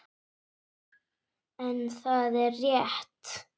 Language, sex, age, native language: Icelandic, female, 8, Icelandic